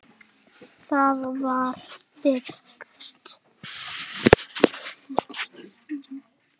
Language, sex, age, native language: Icelandic, male, 8, Icelandic